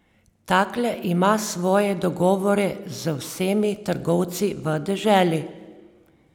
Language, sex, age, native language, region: Slovenian, female, 30-49, Slovenian, Savinja region